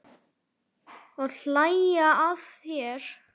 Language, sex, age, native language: Icelandic, male, 9, Icelandic